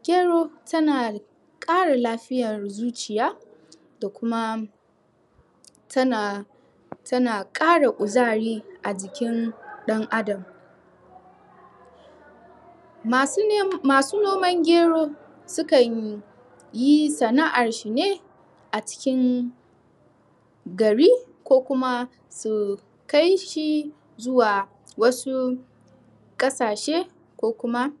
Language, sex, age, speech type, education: Hausa, female, 15-29, spontaneous, tertiary